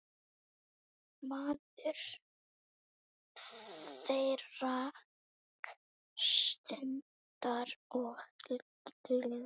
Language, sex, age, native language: Icelandic, female, 9, Icelandic